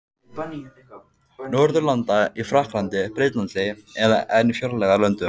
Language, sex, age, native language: Icelandic, male, 14, Icelandic